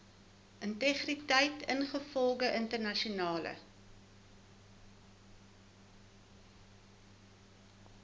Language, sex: Afrikaans, female